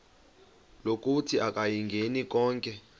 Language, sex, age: Xhosa, male, 35